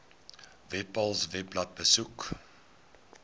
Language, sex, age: Afrikaans, male, 19